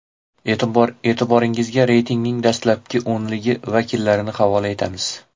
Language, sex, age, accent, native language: Uzbek, male, 25-34, Xorazm, Uzbek